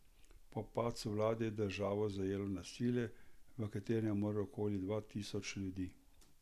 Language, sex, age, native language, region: Slovenian, male, 60+, Slovenian, Central Slovenia